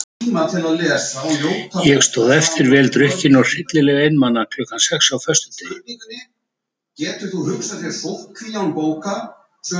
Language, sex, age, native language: Icelandic, male, 70-79, Icelandic